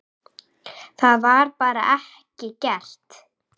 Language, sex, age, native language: Icelandic, female, 8, Icelandic